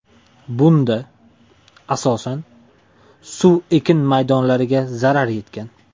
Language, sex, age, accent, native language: Uzbek, male, 18-24, Toshkent shahri, Uzbek